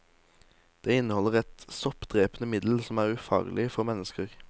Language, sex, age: Norwegian, male, 18